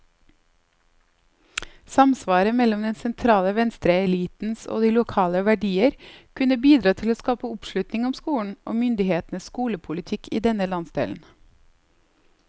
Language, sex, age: Norwegian, female, 30